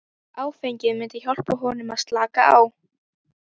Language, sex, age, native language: Icelandic, female, 12, Icelandic